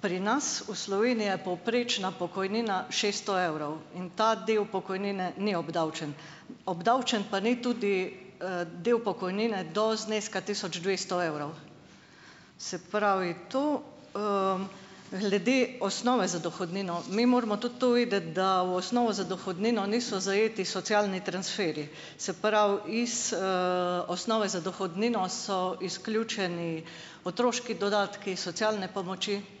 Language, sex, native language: Slovenian, female, Slovenian